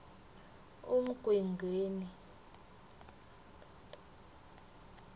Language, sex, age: South Ndebele, female, 21